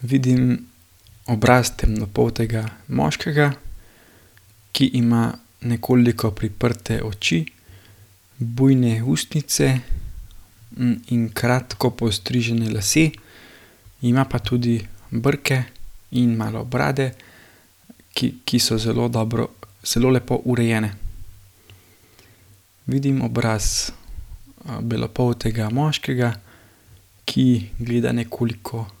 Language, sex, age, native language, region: Slovenian, male, 18-29, Slovenian, Gorenjska region